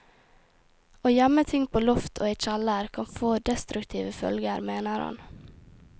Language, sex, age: Norwegian, female, 18